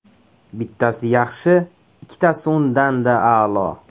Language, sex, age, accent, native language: Uzbek, male, 18-24, Toshkent viloyati, Uzbek